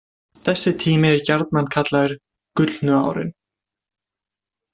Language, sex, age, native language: Icelandic, male, 20-29, Icelandic